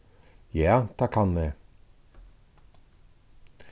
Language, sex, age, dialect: Faroese, male, 36-60, Suðurstreymoy